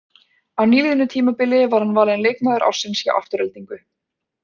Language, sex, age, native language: Icelandic, female, 20-29, Icelandic